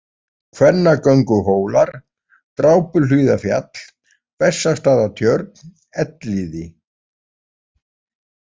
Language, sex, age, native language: Icelandic, male, 40-49, Icelandic